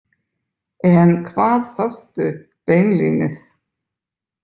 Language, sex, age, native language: Icelandic, male, 20-29, Icelandic